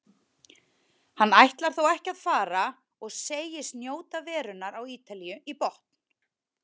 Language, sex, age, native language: Icelandic, female, 30-39, Icelandic